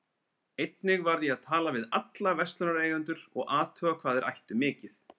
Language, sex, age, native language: Icelandic, male, 30-39, Icelandic